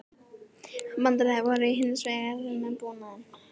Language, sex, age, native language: Icelandic, female, 18-19, Icelandic